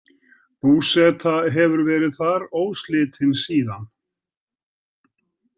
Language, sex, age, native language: Icelandic, male, 70-79, Icelandic